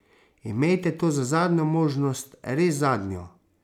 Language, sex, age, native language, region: Slovenian, male, 30-49, Slovenian, Savinja region